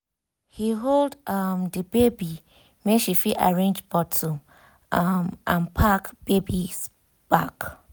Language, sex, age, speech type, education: Nigerian Pidgin, female, 15-29, spontaneous, tertiary